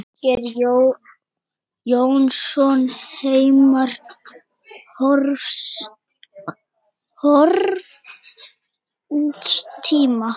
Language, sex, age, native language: Icelandic, male, 30-39, Icelandic